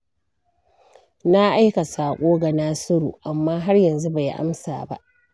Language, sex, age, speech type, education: Hausa, female, 46-60, read, primary